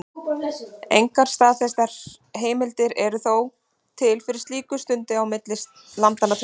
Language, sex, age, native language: Icelandic, female, 30-39, Icelandic